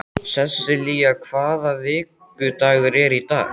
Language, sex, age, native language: Icelandic, male, 12, Icelandic